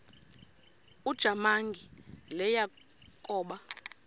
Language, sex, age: Xhosa, female, 32